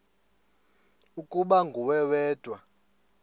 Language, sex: Xhosa, male